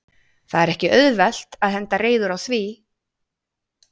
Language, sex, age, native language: Icelandic, female, 40-49, Icelandic